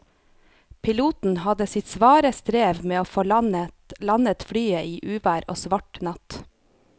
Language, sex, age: Norwegian, female, 30